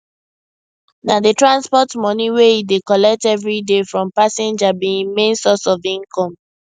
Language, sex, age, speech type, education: Nigerian Pidgin, female, 15-29, spontaneous, secondary